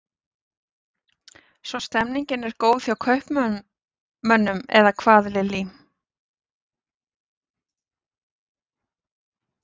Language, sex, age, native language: Icelandic, female, 40-49, Icelandic